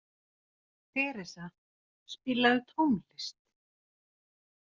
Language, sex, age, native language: Icelandic, female, 40-49, Finnish